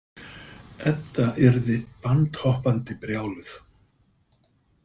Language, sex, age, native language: Icelandic, male, 50-59, Icelandic